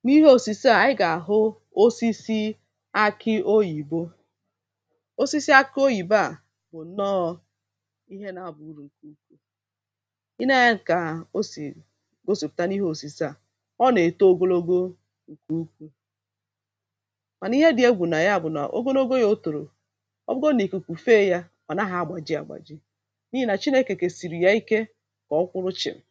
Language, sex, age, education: Igbo, female, 30-45, tertiary